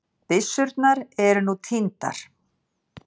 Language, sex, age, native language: Icelandic, female, 60-69, Icelandic